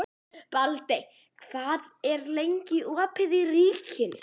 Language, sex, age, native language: Icelandic, female, 11, Icelandic